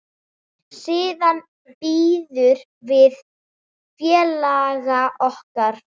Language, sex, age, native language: Icelandic, female, 7, Icelandic